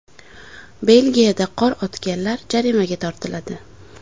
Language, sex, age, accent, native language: Uzbek, female, under 19, Samarqand, Uzbek